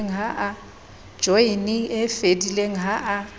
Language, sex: Southern Sotho, female